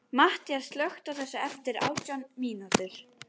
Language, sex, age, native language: Icelandic, female, 12, Icelandic